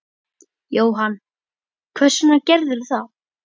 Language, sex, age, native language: Icelandic, male, 10, Icelandic